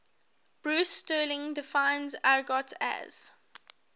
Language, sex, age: English, female, 18